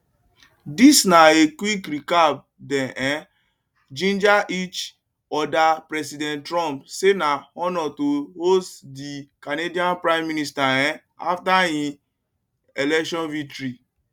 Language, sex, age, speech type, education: Nigerian Pidgin, male, 15-29, spontaneous, tertiary